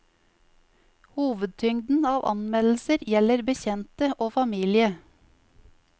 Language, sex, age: Norwegian, female, 50